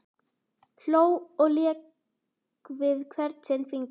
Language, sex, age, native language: Icelandic, female, 12, Icelandic